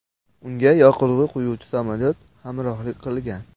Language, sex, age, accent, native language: Uzbek, male, under 19, Andijon, Uzbek